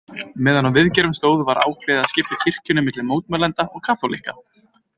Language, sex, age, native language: Icelandic, male, 20-29, Icelandic